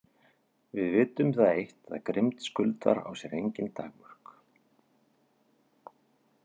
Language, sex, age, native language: Icelandic, male, 40-49, Icelandic